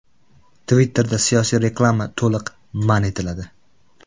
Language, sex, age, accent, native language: Uzbek, male, 18-24, Buxoro, Uzbek